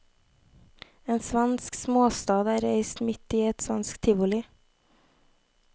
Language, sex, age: Norwegian, female, 18